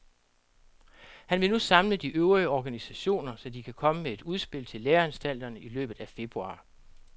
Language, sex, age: Danish, male, 47